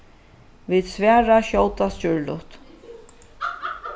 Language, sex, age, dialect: Faroese, female, 36-60, Suðuroy